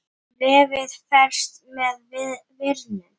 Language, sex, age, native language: Icelandic, female, 9, Icelandic